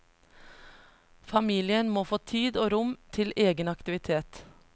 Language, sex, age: Norwegian, female, 33